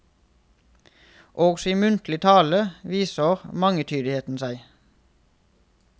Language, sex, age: Norwegian, male, 31